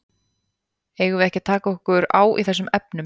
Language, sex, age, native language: Icelandic, female, 30-39, Icelandic